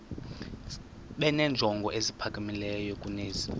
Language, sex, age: Xhosa, male, 20